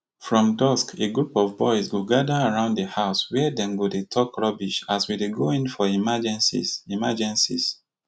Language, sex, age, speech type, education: Nigerian Pidgin, male, 30-45, spontaneous, tertiary